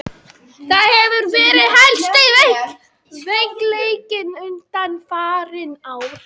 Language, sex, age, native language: Icelandic, female, 18-19, Icelandic